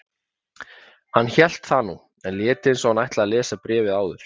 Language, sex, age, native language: Icelandic, male, 30-39, Icelandic